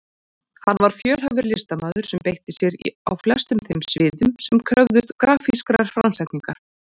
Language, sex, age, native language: Icelandic, female, 40-49, Icelandic